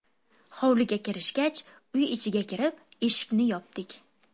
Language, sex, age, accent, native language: Uzbek, female, 18-24, Toshkent shahri, Uzbek